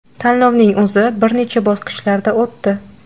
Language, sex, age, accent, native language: Uzbek, female, 18-24, Qashqadaryo, Uzbek